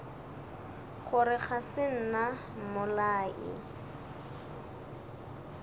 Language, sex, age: Northern Sotho, male, 21